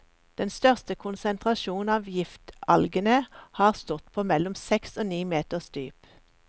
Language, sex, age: Norwegian, female, 54